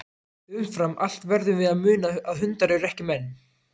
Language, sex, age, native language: Icelandic, other, 18-19, Icelandic